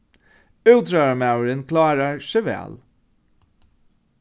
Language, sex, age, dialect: Faroese, male, 36-60, Norðurstreymoy/Eysturoy